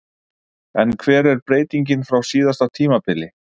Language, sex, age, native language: Icelandic, male, 50-59, Icelandic